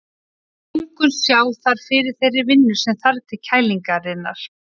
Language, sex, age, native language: Icelandic, female, 30-39, Icelandic